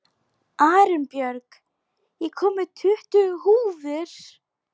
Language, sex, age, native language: Icelandic, female, 11, Polish